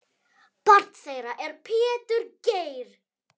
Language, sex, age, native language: Icelandic, female, 9, Icelandic